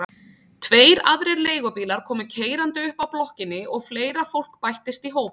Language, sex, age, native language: Icelandic, female, 30-39, Icelandic